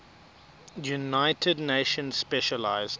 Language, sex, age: English, male, 22